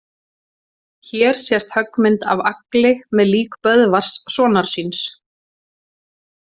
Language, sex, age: Icelandic, male, 18-19